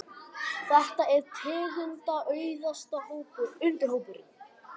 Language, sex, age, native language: Icelandic, male, 18-19, Icelandic